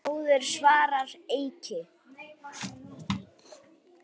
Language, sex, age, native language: Icelandic, female, 9, Icelandic